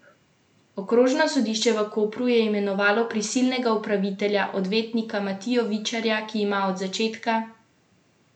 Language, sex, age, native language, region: Slovenian, female, 18-29, Slovenian, Central Slovenia